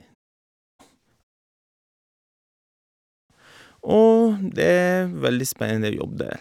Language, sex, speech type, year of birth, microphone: Norwegian, male, spontaneous, 1985, Shure